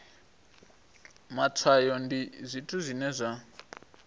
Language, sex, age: Venda, male, 23